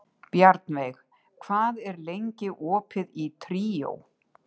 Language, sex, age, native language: Icelandic, female, 60-69, Icelandic